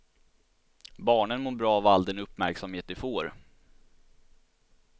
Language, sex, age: Swedish, male, 16